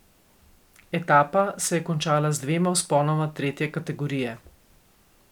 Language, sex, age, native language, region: Slovenian, female, 50-59, Slovenian, Coastal Karst region